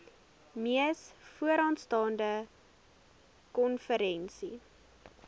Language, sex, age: Afrikaans, female, 20